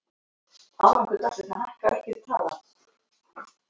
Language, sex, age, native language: Icelandic, male, 70-79, Icelandic